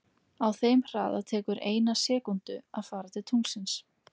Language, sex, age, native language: Icelandic, female, 20-29, Icelandic